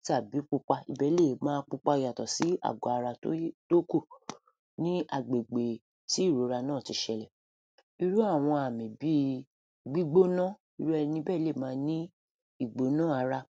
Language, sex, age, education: Yoruba, female, 30-45, tertiary